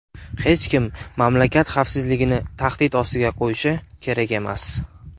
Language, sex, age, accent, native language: Uzbek, male, 19-29, Namangan, Uzbek